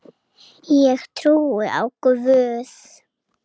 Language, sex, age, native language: Icelandic, female, 7, Icelandic